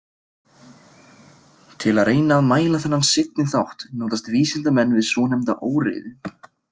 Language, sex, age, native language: Icelandic, male, 20-29, Icelandic